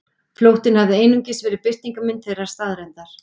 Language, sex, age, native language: Icelandic, female, 40-49, Icelandic